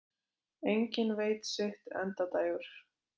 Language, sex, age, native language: Icelandic, female, 20-29, Icelandic